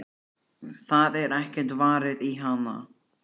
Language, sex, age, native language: Icelandic, female, 11, Icelandic